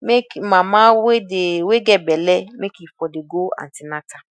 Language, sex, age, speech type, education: Nigerian Pidgin, female, 30-45, spontaneous, tertiary